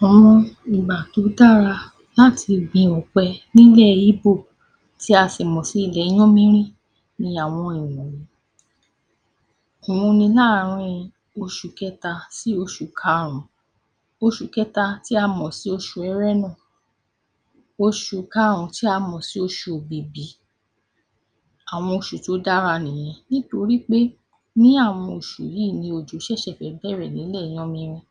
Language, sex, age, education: Yoruba, female, 46-60, tertiary